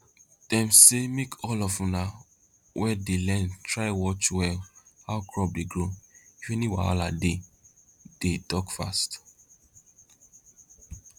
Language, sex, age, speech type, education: Nigerian Pidgin, male, 15-29, spontaneous, tertiary